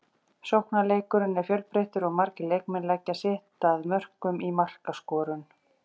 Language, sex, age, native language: Icelandic, female, 40-49, Icelandic